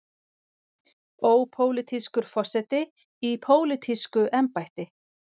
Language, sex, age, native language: Icelandic, female, 40-49, Icelandic